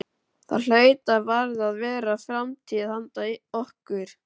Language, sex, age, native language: Icelandic, male, 12, Icelandic